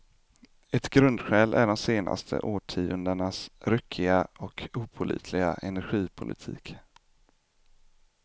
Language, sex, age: Swedish, male, 25